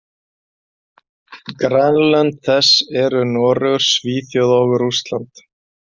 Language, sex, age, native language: Icelandic, male, 40-49, Icelandic